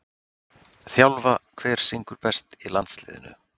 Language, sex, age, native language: Icelandic, male, 50-59, Icelandic